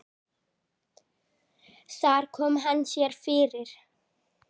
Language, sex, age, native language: Icelandic, female, 9, Icelandic